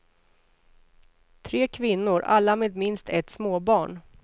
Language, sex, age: Swedish, female, 33